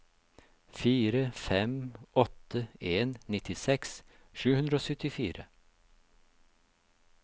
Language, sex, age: Norwegian, male, 56